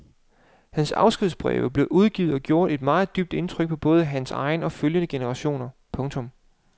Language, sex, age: Danish, male, 35